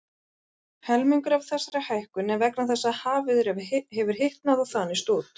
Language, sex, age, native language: Icelandic, female, 30-39, Icelandic